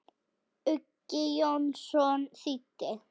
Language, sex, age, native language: Icelandic, female, 7, Icelandic